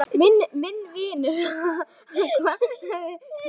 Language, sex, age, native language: Icelandic, female, 9, Icelandic